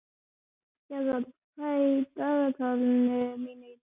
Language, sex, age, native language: Icelandic, female, 11, Icelandic